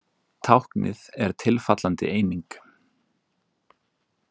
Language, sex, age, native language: Icelandic, male, 30-39, Icelandic